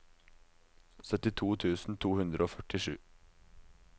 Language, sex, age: Norwegian, male, 19